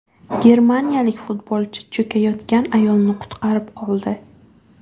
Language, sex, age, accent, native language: Uzbek, female, 18-24, Buxoro, Uzbek